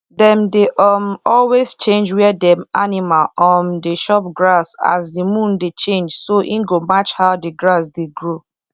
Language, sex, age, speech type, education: Nigerian Pidgin, female, 30-45, spontaneous, tertiary